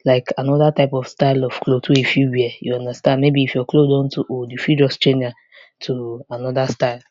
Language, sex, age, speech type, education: Nigerian Pidgin, female, 15-29, spontaneous, tertiary